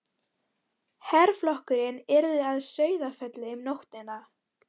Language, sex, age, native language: Icelandic, female, 13, Icelandic